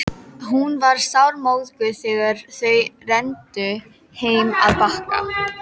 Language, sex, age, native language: Icelandic, female, 12, Icelandic